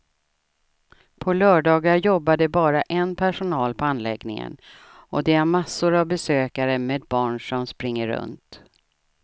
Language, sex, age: Swedish, female, 67